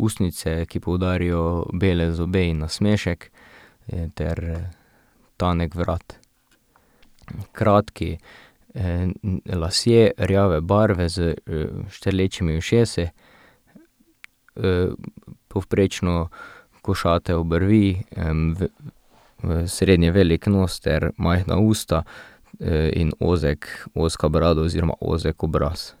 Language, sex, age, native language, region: Slovenian, male, 18-29, Slovenian, Drava region